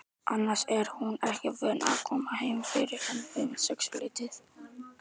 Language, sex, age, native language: Icelandic, male, 18-19, Icelandic